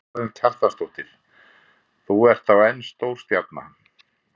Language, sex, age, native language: Icelandic, male, 50-59, Icelandic